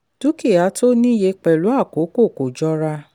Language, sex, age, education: Yoruba, female, 30-45, tertiary